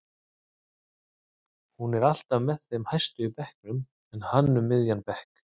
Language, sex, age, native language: Icelandic, male, 30-39, Icelandic